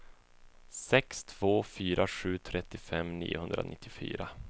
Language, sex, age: Swedish, male, 24